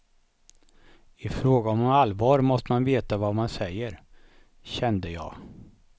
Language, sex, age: Swedish, male, 55